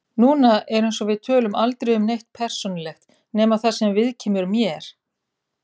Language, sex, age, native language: Icelandic, female, 30-39, Icelandic